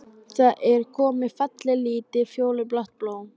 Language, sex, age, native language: Icelandic, female, 12, Icelandic